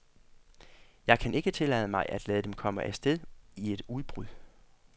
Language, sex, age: Danish, male, 40